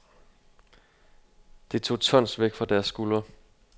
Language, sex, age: Danish, male, 25